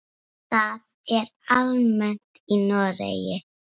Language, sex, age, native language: Icelandic, female, 7, Icelandic